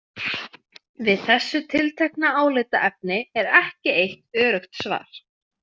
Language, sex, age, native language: Icelandic, female, 20-29, Icelandic